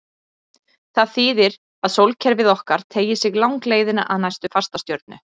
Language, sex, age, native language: Icelandic, female, 30-39, Icelandic